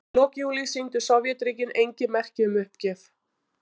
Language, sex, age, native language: Icelandic, female, 40-49, Icelandic